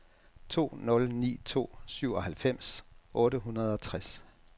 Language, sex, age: Danish, male, 67